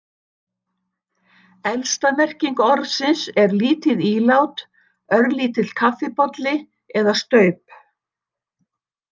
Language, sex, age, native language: Icelandic, female, 60-69, Icelandic